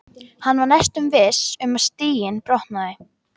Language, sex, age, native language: Icelandic, female, 12, Icelandic